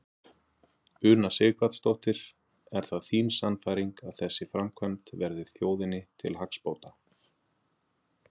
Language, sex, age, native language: Icelandic, male, 40-49, Icelandic